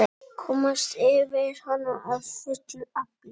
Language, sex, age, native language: Icelandic, male, 8, Icelandic